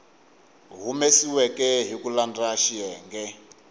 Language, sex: Tsonga, male